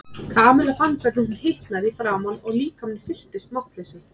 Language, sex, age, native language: Icelandic, female, 30-39, Icelandic